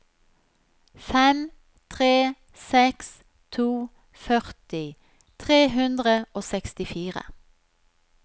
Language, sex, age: Norwegian, female, 43